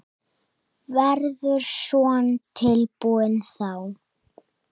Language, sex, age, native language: Icelandic, male, 7, Icelandic